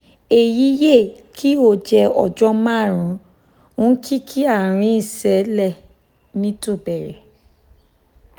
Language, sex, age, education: Yoruba, female, 15-29, tertiary